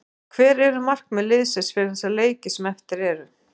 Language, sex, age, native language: Icelandic, female, 40-49, Icelandic